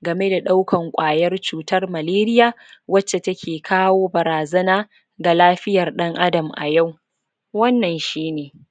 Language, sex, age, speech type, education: Hausa, female, 30-45, spontaneous, tertiary